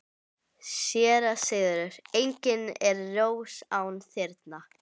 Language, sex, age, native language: Icelandic, female, 11, Icelandic